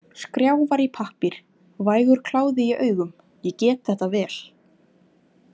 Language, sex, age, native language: Icelandic, female, 20-29, Icelandic